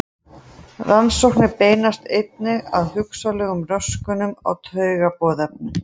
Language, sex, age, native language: Icelandic, female, 40-49, Icelandic